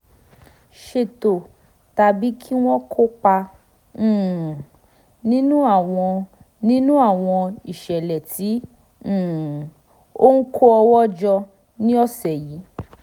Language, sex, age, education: Yoruba, female, 15-29, tertiary